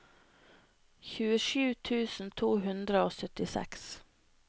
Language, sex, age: Norwegian, female, 25